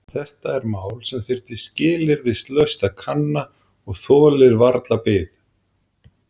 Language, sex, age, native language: Icelandic, female, 40-49, Icelandic